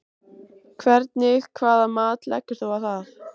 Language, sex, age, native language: Icelandic, female, 15, Icelandic